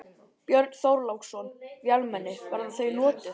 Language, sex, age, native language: Icelandic, male, 12, Icelandic